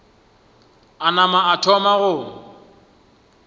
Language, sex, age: Northern Sotho, male, 23